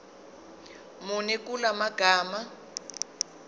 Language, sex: Zulu, female